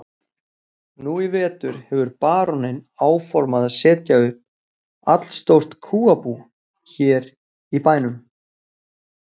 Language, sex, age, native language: Icelandic, male, 40-49, Icelandic